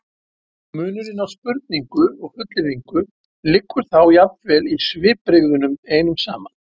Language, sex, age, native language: Icelandic, male, 70-79, Icelandic